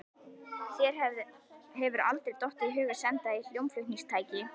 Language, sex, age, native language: Icelandic, female, 11, Icelandic